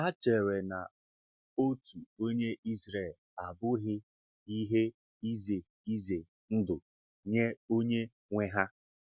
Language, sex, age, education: Igbo, male, 15-29, tertiary